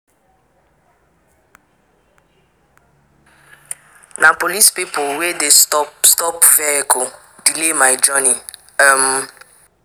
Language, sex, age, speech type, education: Nigerian Pidgin, female, 15-29, spontaneous, tertiary